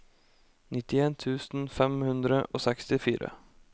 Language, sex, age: Norwegian, male, 25